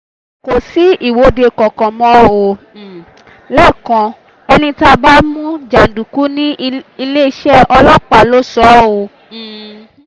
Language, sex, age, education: Yoruba, female, 15-29, tertiary